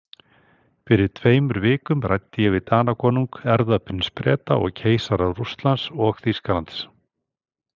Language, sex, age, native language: Icelandic, male, 60-69, Icelandic